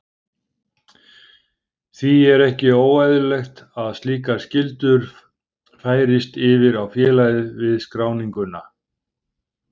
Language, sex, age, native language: Icelandic, male, 50-59, Icelandic